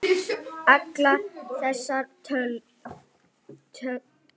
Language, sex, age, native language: Icelandic, male, 8, Icelandic